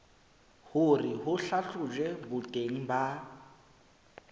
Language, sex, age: Southern Sotho, male, 25